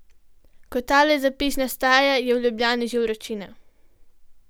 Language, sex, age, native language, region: Slovenian, female, 12-17, Slovenian, Gorenjska region